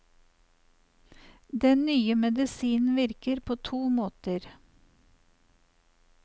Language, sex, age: Norwegian, female, 54